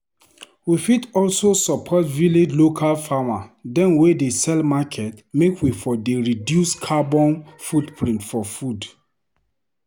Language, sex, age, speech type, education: Nigerian Pidgin, male, 30-45, read, tertiary